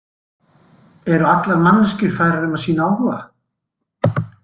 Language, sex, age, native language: Icelandic, male, 60-69, Icelandic